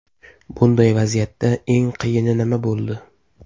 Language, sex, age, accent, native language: Uzbek, male, 18-24, Toshkent shahri, Uzbek